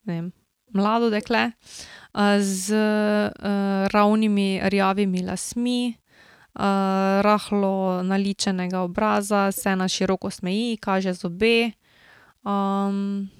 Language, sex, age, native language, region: Slovenian, female, 18-29, Slovenian, Drava region